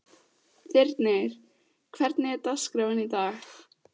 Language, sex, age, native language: Icelandic, female, 14, Icelandic